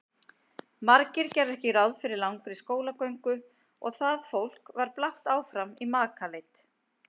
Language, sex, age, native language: Icelandic, female, 50-59, Icelandic